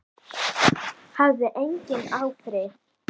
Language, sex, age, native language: Icelandic, female, 10, Icelandic